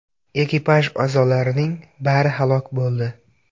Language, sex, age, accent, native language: Uzbek, male, 18-24, Xorazm, Uzbek